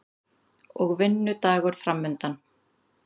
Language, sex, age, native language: Icelandic, female, 30-39, Icelandic